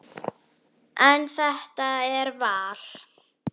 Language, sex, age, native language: Icelandic, female, 9, Icelandic